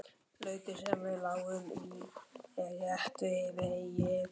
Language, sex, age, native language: Icelandic, male, 12, Icelandic